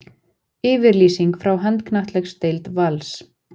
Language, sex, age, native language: Icelandic, female, 40-49, Icelandic